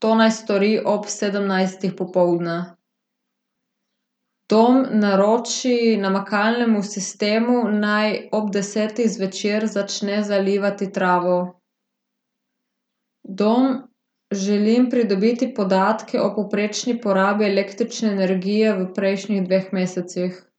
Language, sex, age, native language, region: Slovenian, female, 18-29, Slovenian, Gorica region